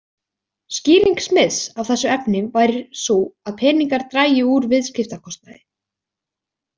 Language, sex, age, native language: Icelandic, female, 20-29, Icelandic